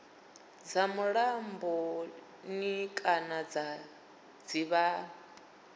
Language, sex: Venda, female